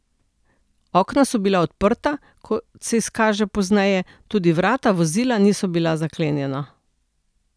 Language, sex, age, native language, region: Slovenian, female, 60+, Slovenian, Central Slovenia